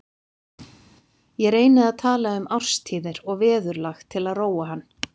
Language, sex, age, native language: Icelandic, female, 50-59, Icelandic